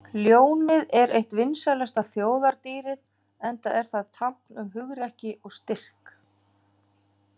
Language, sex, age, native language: Icelandic, female, 40-49, Icelandic